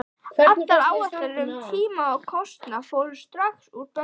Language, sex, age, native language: Icelandic, female, 12, Icelandic